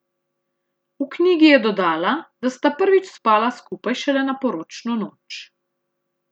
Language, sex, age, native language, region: Slovenian, female, 30-49, Slovenian, Central Slovenia